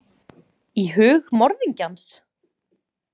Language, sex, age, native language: Icelandic, female, 20-29, Icelandic